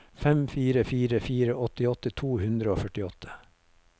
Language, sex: Norwegian, male